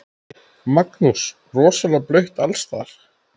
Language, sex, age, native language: Icelandic, male, 10, Icelandic